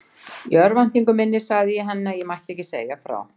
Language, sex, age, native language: Icelandic, female, 60-69, Icelandic